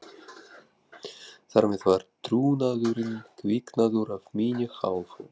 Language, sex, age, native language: Icelandic, male, 40-49, Russian